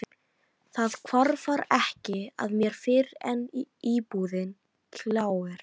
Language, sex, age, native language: Icelandic, female, 13, Icelandic